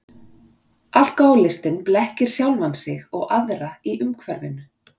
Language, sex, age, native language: Icelandic, female, 40-49, Icelandic